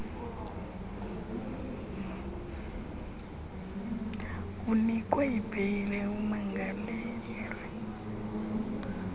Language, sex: Xhosa, female